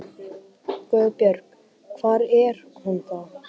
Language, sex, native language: Icelandic, male, Icelandic